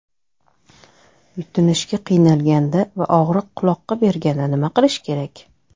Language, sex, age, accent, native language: Uzbek, female, 30-39, Toshkent shahri, Uzbek